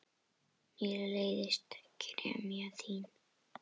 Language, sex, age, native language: Icelandic, female, 10, Icelandic